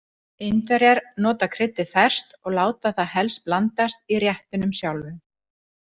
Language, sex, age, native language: Icelandic, female, 40-49, Icelandic